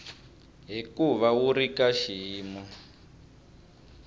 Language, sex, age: Tsonga, male, 25